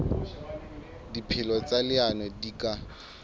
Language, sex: Southern Sotho, male